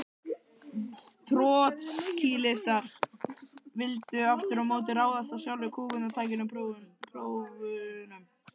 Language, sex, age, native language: Icelandic, male, 12, Icelandic